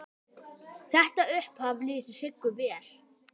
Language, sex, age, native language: Icelandic, male, 10, Icelandic